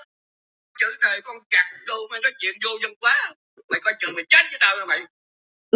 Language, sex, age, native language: Icelandic, male, 13, Polish